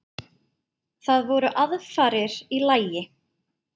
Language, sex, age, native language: Icelandic, female, 8, Icelandic